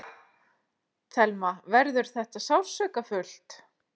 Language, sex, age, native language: Icelandic, female, 40-49, Icelandic